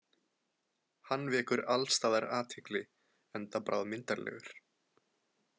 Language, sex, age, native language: Icelandic, male, 20-29, Icelandic